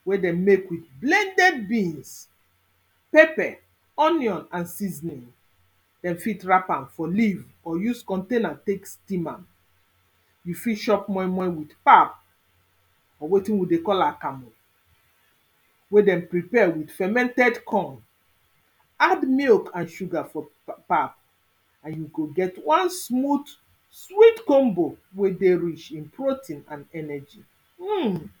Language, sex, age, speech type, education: Nigerian Pidgin, female, 46-60, spontaneous, secondary